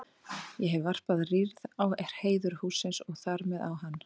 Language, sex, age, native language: Icelandic, female, 30-39, Icelandic